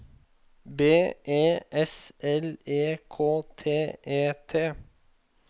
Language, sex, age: Norwegian, male, 21